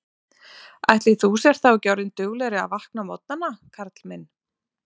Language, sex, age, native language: Icelandic, female, 30-39, Icelandic